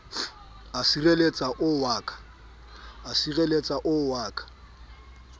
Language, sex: Southern Sotho, male